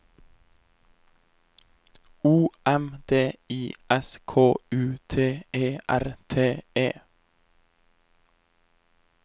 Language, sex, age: Norwegian, male, 23